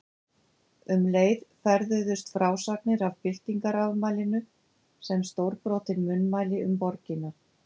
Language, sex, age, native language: Icelandic, female, 50-59, Icelandic